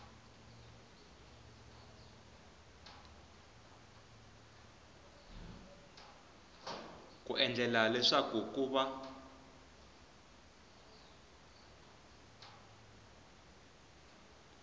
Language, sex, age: Tsonga, male, 20